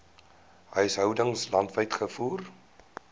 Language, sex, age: Afrikaans, male, 19